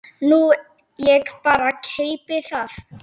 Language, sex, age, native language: Icelandic, female, 10, Icelandic